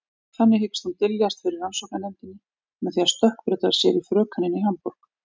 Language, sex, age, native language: Icelandic, female, 40-49, Icelandic